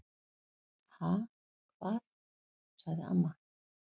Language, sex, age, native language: Icelandic, female, 40-49, Icelandic